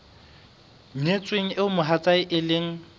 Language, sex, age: Southern Sotho, male, 22